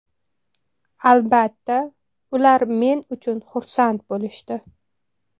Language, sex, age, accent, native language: Uzbek, female, 25-34, Toshkent shahri, Uzbek